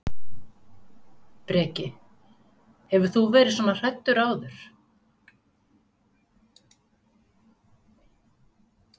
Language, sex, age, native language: Icelandic, female, 60-69, Icelandic